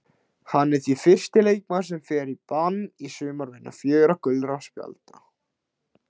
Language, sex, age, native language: Icelandic, male, 16, Icelandic